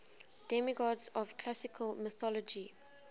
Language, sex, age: English, female, 20